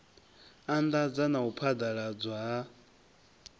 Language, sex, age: Venda, male, 23